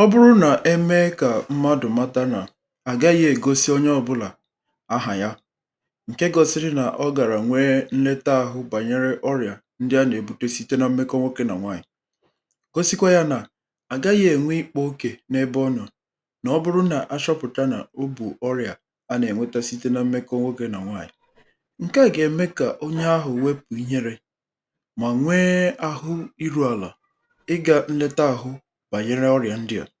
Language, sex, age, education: Igbo, male, 30-45, tertiary